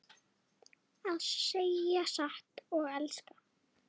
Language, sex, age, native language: Icelandic, female, 8, Icelandic